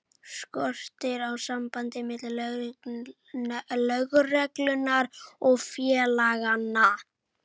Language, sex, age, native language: Icelandic, female, 11, Icelandic